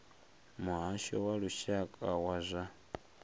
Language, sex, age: Venda, male, 23